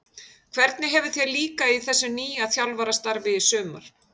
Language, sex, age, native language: Icelandic, female, 50-59, Icelandic